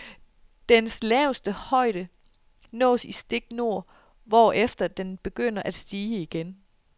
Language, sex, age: Danish, female, 33